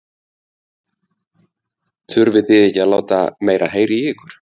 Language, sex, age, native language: Icelandic, male, 50-59, Icelandic